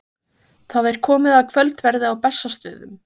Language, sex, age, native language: Icelandic, female, 15, Icelandic